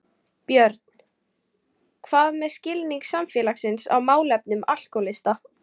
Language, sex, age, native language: Icelandic, female, 18-19, Icelandic